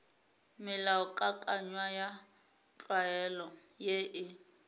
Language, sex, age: Northern Sotho, female, 27